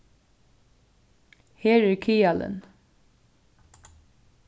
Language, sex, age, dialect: Faroese, female, 15-35, Suðurstreymoy